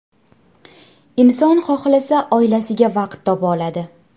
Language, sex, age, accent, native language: Uzbek, female, 18-24, Andijon, Uzbek